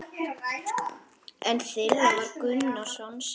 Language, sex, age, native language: Icelandic, male, 9, Icelandic